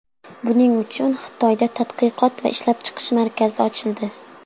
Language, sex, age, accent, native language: Uzbek, female, under 19, Sirdaryo, Uzbek